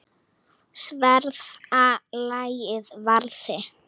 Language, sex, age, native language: Icelandic, female, 9, Icelandic